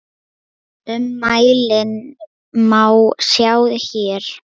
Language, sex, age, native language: Icelandic, female, 9, Lithuanian